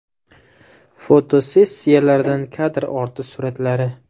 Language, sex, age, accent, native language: Uzbek, male, 18-24, Jizzax, Uzbek